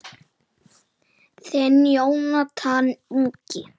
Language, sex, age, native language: Icelandic, male, 7, Icelandic